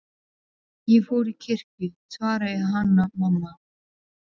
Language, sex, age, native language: Icelandic, female, 12, Serbo-Croatian